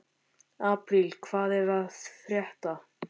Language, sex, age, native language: Icelandic, male, 13, Icelandic